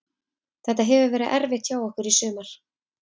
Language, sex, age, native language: Icelandic, female, 30-39, Icelandic